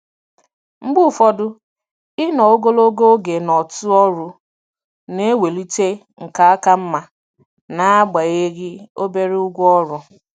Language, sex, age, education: Igbo, female, 15-29, tertiary